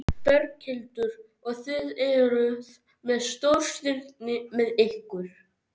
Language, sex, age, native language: Icelandic, male, 13, Icelandic